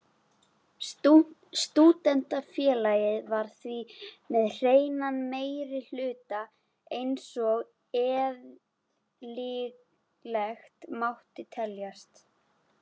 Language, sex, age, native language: Icelandic, female, 11, Icelandic